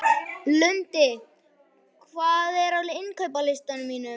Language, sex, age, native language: Icelandic, male, 11, Icelandic